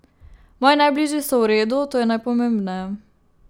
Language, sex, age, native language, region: Slovenian, female, 18-29, Slovenian, Savinja region